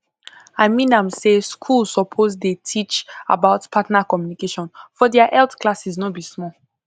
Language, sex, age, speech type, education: Nigerian Pidgin, female, 15-29, spontaneous, tertiary